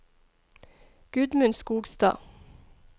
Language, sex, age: Norwegian, female, 42